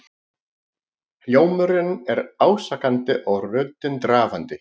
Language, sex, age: Icelandic, male, 40-49